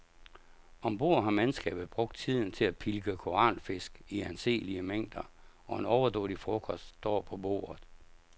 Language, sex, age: Danish, male, 57